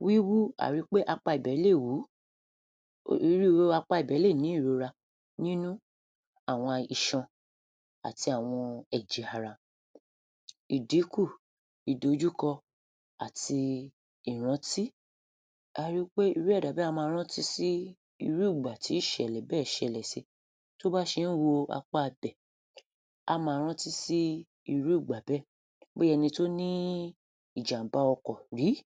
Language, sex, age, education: Yoruba, female, 30-45, tertiary